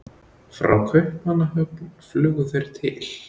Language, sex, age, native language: Icelandic, male, 20-29, Icelandic